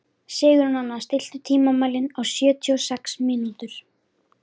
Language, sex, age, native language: Icelandic, female, 13, Icelandic